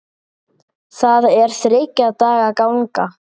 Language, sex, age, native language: Icelandic, male, 8, Icelandic